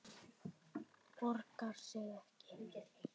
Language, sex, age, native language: Icelandic, male, 9, Icelandic